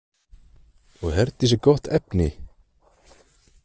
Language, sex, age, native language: Icelandic, male, 20-29, Icelandic